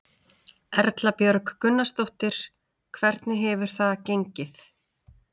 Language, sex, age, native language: Icelandic, female, 30-39, Icelandic